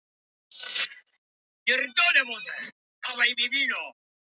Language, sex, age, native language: Icelandic, male, 13, Polish